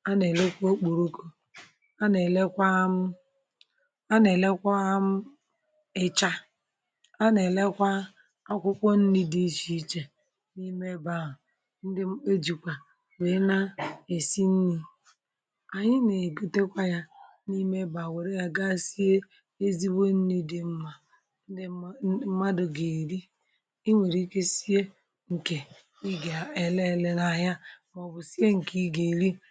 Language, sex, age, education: Igbo, male, 30-45, tertiary